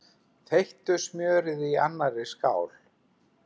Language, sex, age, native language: Icelandic, male, 10, Icelandic